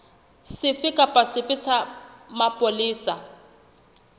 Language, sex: Southern Sotho, female